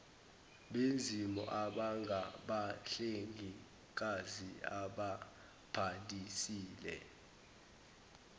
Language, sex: Zulu, male